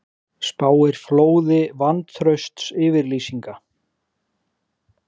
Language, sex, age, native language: Icelandic, male, 40-49, Icelandic